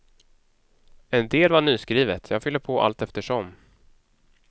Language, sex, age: Swedish, male, 31